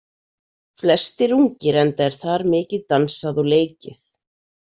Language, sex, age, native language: Icelandic, female, 40-49, Icelandic